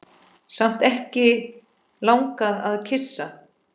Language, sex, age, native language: Icelandic, female, 10, Icelandic